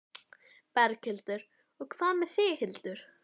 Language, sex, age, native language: Icelandic, female, 11, Icelandic